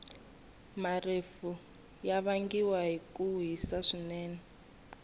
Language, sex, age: Tsonga, female, 21